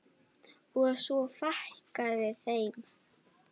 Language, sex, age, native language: Icelandic, female, 8, Icelandic